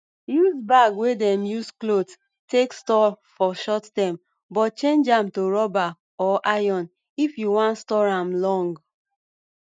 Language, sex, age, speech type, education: Nigerian Pidgin, female, 30-45, spontaneous, tertiary